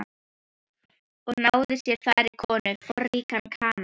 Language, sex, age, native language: Icelandic, female, 12, Icelandic